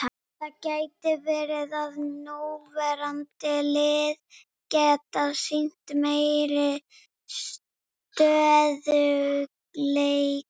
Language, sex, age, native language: Icelandic, female, 30-39, Icelandic